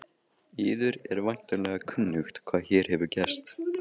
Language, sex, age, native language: Icelandic, male, 15, Icelandic